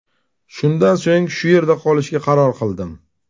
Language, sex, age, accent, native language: Uzbek, male, 35+, Toshkent shahri, Uzbek